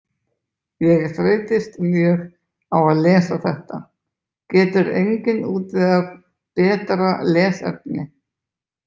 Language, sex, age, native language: Icelandic, male, 20-29, Icelandic